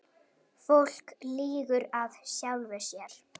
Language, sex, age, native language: Icelandic, female, 8, Icelandic